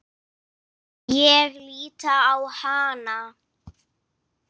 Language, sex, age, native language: Icelandic, female, 8, English